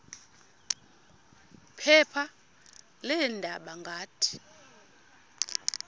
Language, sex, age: Xhosa, female, 32